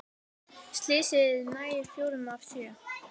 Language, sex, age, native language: Icelandic, female, 18-19, Icelandic